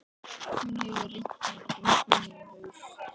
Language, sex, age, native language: Icelandic, male, 11, Icelandic